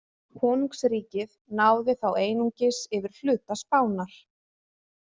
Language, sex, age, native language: Icelandic, female, 20-29, Icelandic